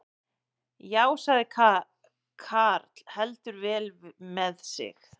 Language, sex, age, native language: Icelandic, male, 11, Icelandic